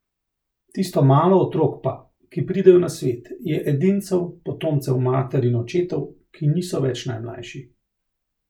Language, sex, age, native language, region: Slovenian, male, 30-49, Slovenian, Central Slovenia